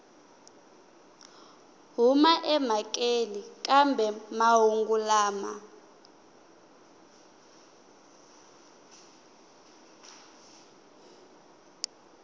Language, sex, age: Tsonga, female, 19